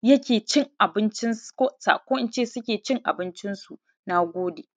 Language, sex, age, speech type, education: Hausa, male, 15-29, spontaneous, primary